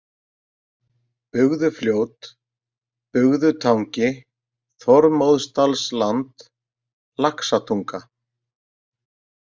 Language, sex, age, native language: Icelandic, male, 40-49, Icelandic